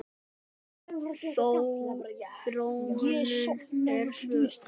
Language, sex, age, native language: Icelandic, male, 10, Icelandic